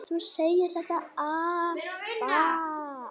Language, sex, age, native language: Icelandic, female, 9, Icelandic